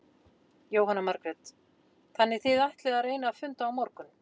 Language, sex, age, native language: Icelandic, female, 40-49, Icelandic